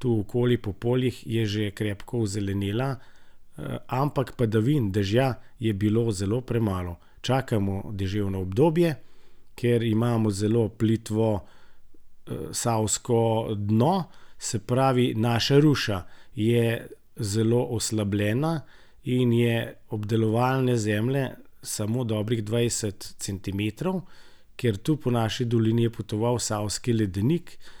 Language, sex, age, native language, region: Slovenian, male, 60+, Slovenian, Gorenjska region